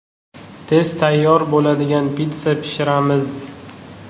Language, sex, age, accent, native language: Uzbek, male, 18-24, Qashqadaryo, Uzbek